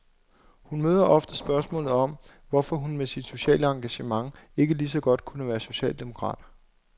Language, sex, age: Danish, male, 26